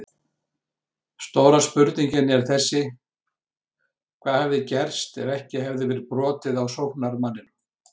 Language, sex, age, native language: Icelandic, male, 60-69, Icelandic